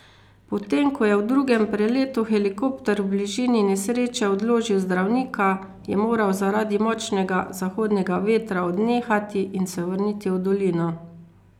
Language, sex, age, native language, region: Slovenian, female, 50-59, Slovenian, Carinthia region